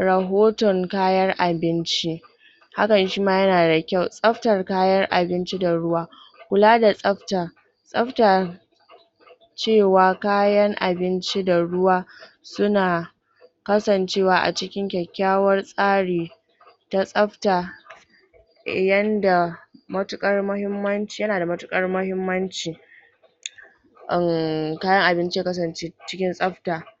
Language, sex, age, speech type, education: Hausa, female, 30-45, spontaneous, tertiary